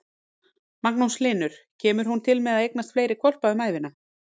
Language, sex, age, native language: Icelandic, female, 40-49, Icelandic